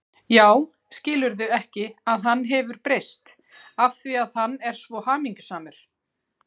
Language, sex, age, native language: Icelandic, female, 40-49, Icelandic